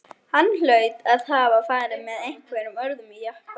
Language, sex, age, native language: Icelandic, female, 11, German